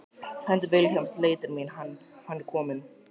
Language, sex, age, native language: Icelandic, male, 12, Icelandic